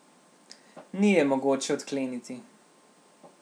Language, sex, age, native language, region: Slovenian, male, 18-29, Slovenian, Central Slovenia